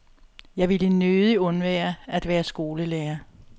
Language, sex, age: Danish, female, 62